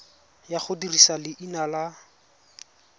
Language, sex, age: Tswana, male, 20